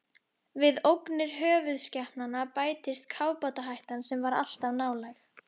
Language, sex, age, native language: Icelandic, female, 11, Icelandic